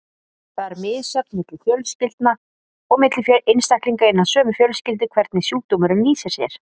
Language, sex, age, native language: Icelandic, female, 40-49, Icelandic